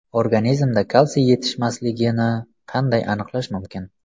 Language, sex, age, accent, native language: Uzbek, male, 25-34, Samarqand, Uzbek